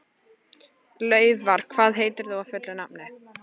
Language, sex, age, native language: Icelandic, female, 13, Icelandic